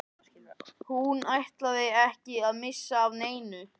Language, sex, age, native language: Icelandic, male, 14, Icelandic